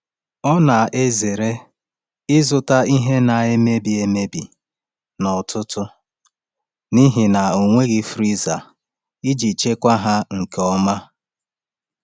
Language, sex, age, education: Igbo, male, 30-45, tertiary